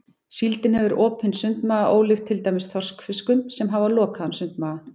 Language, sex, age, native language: Icelandic, female, 40-49, Icelandic